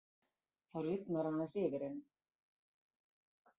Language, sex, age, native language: Icelandic, female, 40-49, Icelandic